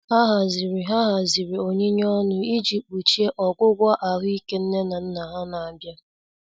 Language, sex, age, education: Igbo, female, 30-45, secondary